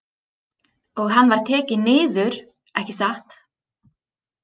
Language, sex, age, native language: Icelandic, female, 30-39, Icelandic